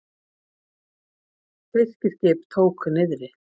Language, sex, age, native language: Icelandic, female, 40-49, Icelandic